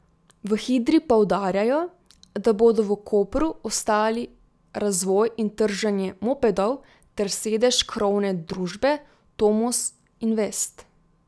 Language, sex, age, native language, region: Slovenian, female, 18-29, Slovenian, Drava region